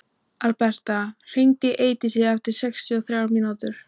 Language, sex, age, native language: Icelandic, female, 18-19, Icelandic